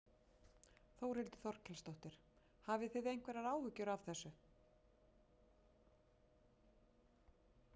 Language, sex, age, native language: Icelandic, female, 60-69, Icelandic